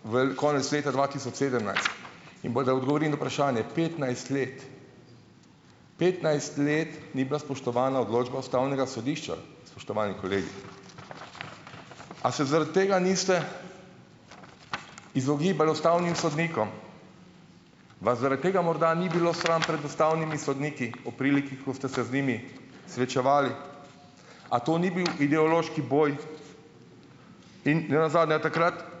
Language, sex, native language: Slovenian, male, Slovenian